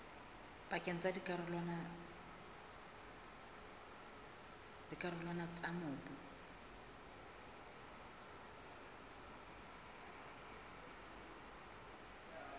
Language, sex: Southern Sotho, female